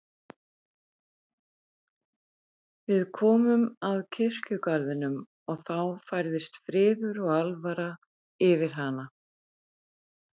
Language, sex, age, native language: Icelandic, female, 50-59, Icelandic